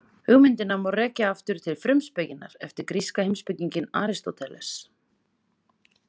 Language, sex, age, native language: Icelandic, female, 30-39, Icelandic